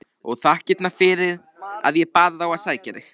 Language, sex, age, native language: Icelandic, male, 13, Icelandic